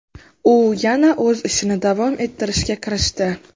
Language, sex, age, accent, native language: Uzbek, female, 19-29, Qashqadaryo, Uzbek